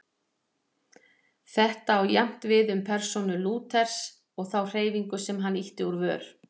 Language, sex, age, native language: Icelandic, female, 40-49, Icelandic